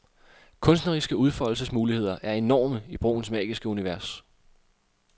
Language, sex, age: Danish, male, 26